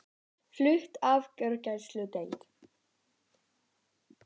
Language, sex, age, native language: Icelandic, female, 18-19, Icelandic